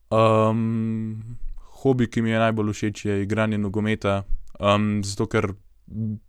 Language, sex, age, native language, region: Slovenian, male, 18-29, Slovenian, Gorenjska region